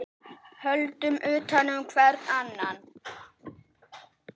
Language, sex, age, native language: Icelandic, female, 9, Icelandic